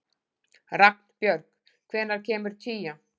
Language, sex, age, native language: Icelandic, female, 40-49, Icelandic